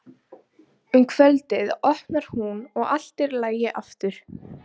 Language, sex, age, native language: Icelandic, female, 12, Icelandic